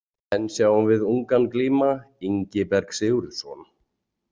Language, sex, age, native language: Icelandic, male, 40-49, Icelandic